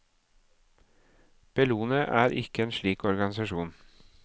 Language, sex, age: Norwegian, male, 37